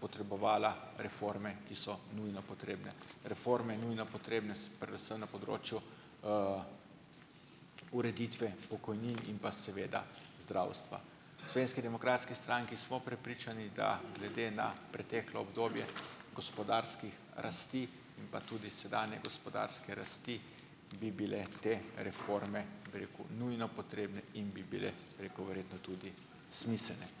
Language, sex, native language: Slovenian, male, Slovenian